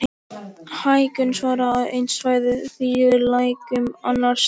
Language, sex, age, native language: Icelandic, male, 18-19, Icelandic